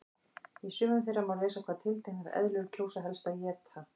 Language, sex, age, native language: Icelandic, female, 30-39, Icelandic